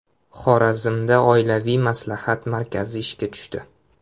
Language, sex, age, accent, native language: Uzbek, male, 18-24, Toshkent shahri, Uzbek